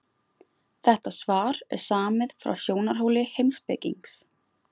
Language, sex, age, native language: Icelandic, female, 20-29, Icelandic